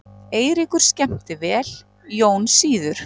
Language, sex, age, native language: Icelandic, male, 8, Icelandic